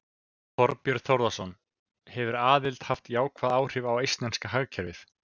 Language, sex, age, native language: Icelandic, male, 20-29, Icelandic